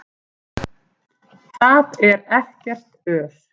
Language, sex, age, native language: Icelandic, female, 7, Icelandic